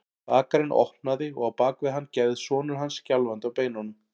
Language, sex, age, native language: Icelandic, male, 40-49, Icelandic